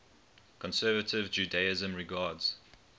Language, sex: English, male